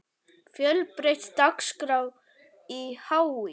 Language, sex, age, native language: Icelandic, male, 40-49, Icelandic